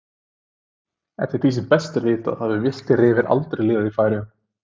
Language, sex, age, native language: Icelandic, male, 30-39, Icelandic